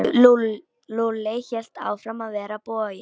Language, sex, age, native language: Icelandic, female, 18-19, Polish